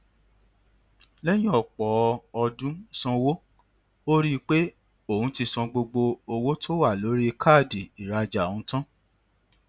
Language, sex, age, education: Yoruba, male, 30-45, tertiary